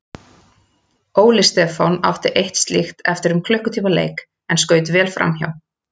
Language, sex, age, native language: Icelandic, female, 30-39, Icelandic